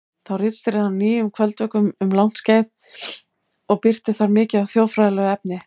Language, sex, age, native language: Icelandic, female, 50-59, Icelandic